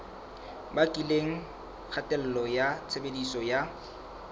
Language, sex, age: Southern Sotho, male, 23